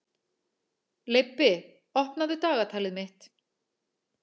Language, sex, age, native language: Icelandic, female, 40-49, Icelandic